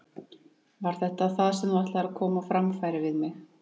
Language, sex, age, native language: Icelandic, female, 30-39, Icelandic